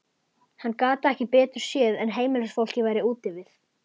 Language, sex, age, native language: Icelandic, male, 11, Icelandic